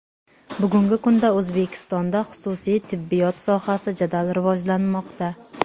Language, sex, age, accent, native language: Uzbek, female, 18-24, Jizzax, Uzbek